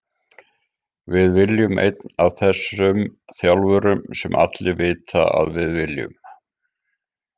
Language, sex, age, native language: Icelandic, male, 50-59, Icelandic